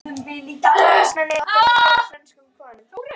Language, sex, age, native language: Icelandic, female, 12, Icelandic